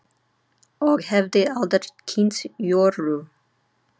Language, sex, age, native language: Icelandic, female, 30-39, Icelandic